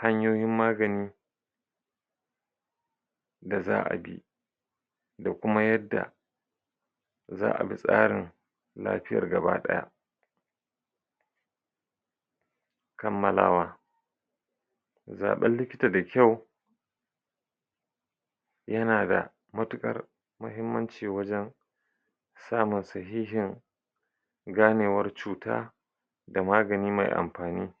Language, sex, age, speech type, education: Hausa, male, 46-60, spontaneous, tertiary